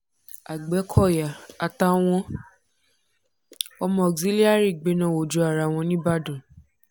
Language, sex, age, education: Yoruba, female, 15-29, tertiary